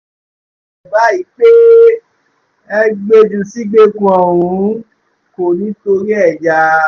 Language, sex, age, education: Yoruba, male, 15-29, tertiary